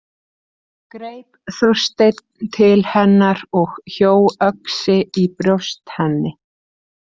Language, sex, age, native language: Icelandic, female, 30-39, Icelandic